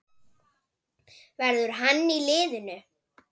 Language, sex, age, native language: Icelandic, female, 9, Icelandic